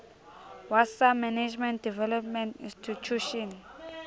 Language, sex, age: Southern Sotho, female, 22